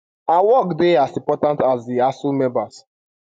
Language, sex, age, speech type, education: Nigerian Pidgin, male, 15-29, spontaneous, tertiary